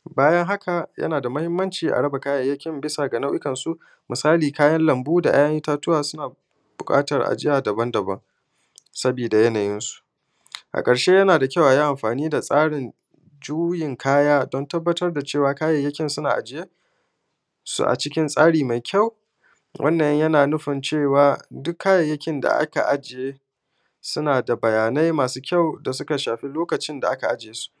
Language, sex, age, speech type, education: Hausa, male, 15-29, spontaneous, primary